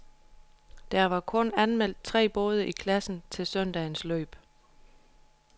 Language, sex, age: Danish, female, 31